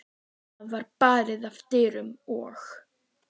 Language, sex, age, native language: Icelandic, female, 12, Icelandic